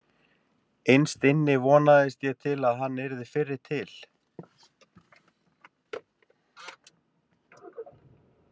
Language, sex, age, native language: Icelandic, male, 50-59, Icelandic